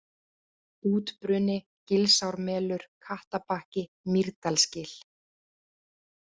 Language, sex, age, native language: Icelandic, female, 30-39, Icelandic